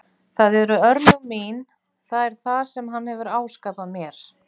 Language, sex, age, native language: Icelandic, female, 40-49, Icelandic